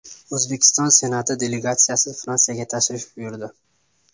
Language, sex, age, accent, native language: Uzbek, male, 18-24, Samarqand, Uzbek